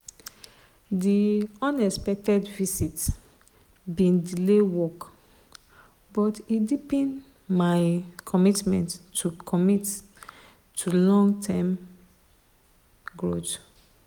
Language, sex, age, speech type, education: Nigerian Pidgin, female, 30-45, spontaneous, tertiary